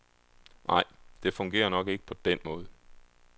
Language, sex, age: Danish, male, 31